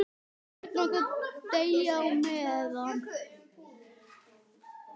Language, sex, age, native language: Icelandic, male, 9, Icelandic